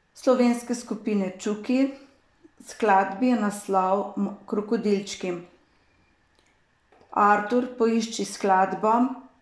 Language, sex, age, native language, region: Slovenian, female, 50-59, Slovenian, Savinja region